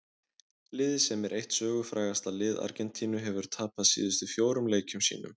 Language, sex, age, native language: Icelandic, male, 20-29, Icelandic